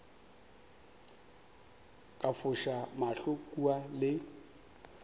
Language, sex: Northern Sotho, male